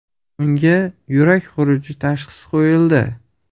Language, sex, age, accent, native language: Uzbek, male, 25-34, Farg'ona, Uzbek